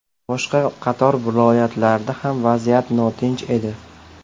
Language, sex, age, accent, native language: Uzbek, male, 18-24, Namangan, Uzbek